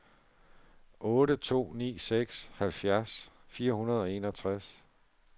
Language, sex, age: Danish, male, 47